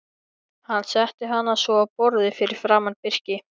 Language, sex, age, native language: Icelandic, male, 13, Icelandic